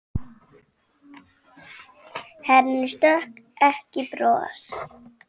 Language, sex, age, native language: Icelandic, female, 5, Icelandic